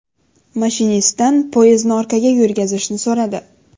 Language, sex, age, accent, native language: Uzbek, female, 19-29, Xorazm, Uzbek